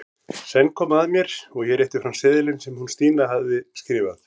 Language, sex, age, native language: Icelandic, male, 40-49, Icelandic